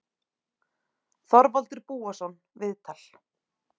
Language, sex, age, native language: Icelandic, female, 30-39, Icelandic